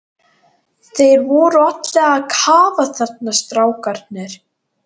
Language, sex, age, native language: Icelandic, male, 12, Latvian